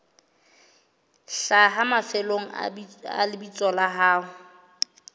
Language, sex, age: Southern Sotho, female, 29